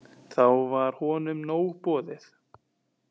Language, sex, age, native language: Icelandic, male, 20-29, Icelandic